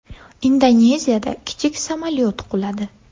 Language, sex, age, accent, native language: Uzbek, female, 18-24, Andijon, Uzbek